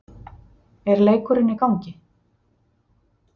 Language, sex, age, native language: Icelandic, female, 50-59, Icelandic